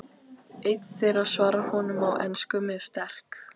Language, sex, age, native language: Icelandic, female, 12, Icelandic